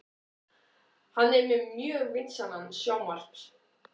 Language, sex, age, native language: Icelandic, male, 14, Icelandic